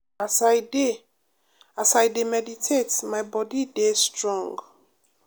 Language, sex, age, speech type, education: Nigerian Pidgin, female, 30-45, spontaneous, tertiary